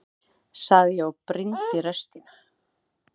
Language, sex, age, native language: Icelandic, female, 30-39, Icelandic